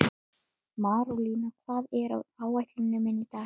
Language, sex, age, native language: Icelandic, female, 12, Icelandic